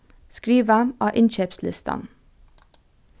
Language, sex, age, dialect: Faroese, female, 15-35, Norðurstreymoy/Eysturoy